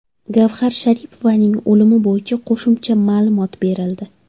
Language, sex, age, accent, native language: Uzbek, female, 25-34, Surxondaryo, Uzbek